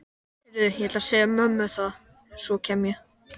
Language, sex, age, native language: Icelandic, male, 12, Icelandic